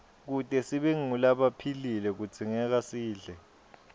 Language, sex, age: Swati, male, 22